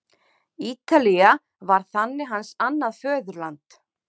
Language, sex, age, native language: Icelandic, female, 30-39, Icelandic